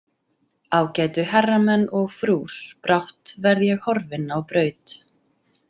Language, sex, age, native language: Icelandic, female, 30-39, Icelandic